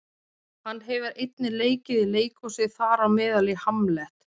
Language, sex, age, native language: Icelandic, female, 30-39, Icelandic